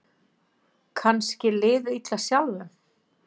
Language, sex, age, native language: Icelandic, female, 50-59, Icelandic